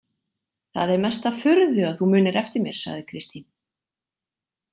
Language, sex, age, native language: Icelandic, female, 40-49, Icelandic